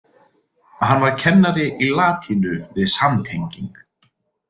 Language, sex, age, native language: Icelandic, male, 30-39, Icelandic